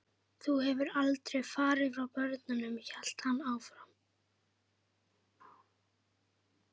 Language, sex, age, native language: Icelandic, female, 11, Icelandic